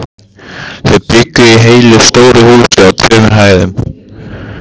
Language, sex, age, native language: Icelandic, male, 15, Icelandic